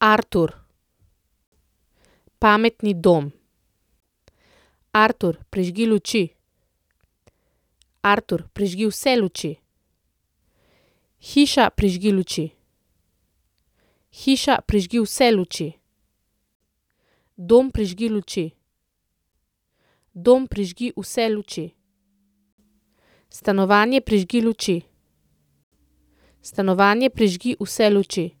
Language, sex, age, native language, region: Slovenian, female, 30-49, Slovenian, Central Slovenia